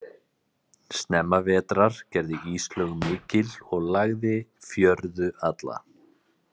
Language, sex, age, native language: Icelandic, male, 30-39, Icelandic